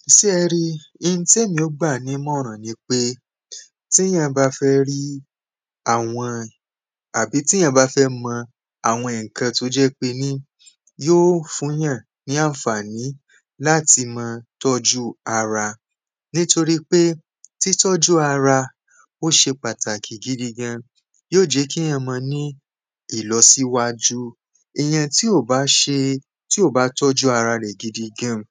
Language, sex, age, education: Yoruba, male, 15-29, tertiary